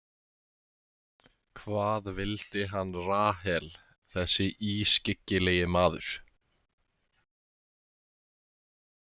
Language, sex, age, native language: Icelandic, male, 20-29, Icelandic